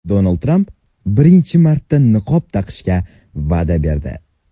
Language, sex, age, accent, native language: Uzbek, male, under 19, Sirdaryo, Uzbek